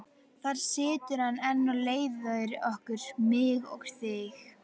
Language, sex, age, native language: Icelandic, female, 11, Icelandic